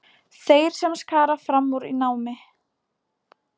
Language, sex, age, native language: Icelandic, female, 18-19, Polish